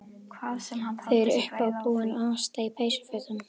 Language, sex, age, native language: Icelandic, female, 12, Icelandic